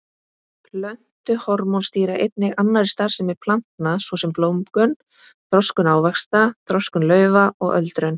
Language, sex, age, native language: Icelandic, female, 18-19, Icelandic